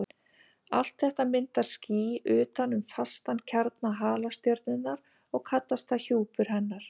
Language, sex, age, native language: Icelandic, female, 50-59, Icelandic